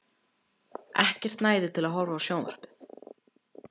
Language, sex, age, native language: Icelandic, male, 14, Icelandic